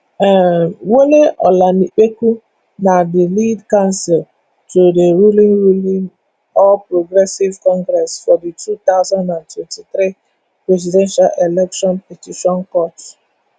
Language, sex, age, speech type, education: Nigerian Pidgin, female, 15-29, spontaneous, tertiary